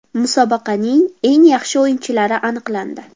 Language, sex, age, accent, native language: Uzbek, female, under 19, Farg'ona, Uzbek